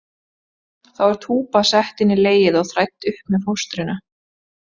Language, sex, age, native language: Icelandic, female, 20-29, Icelandic